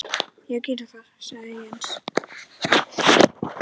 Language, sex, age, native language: Icelandic, male, 9, Icelandic